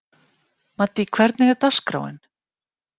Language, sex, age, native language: Icelandic, female, 50-59, Icelandic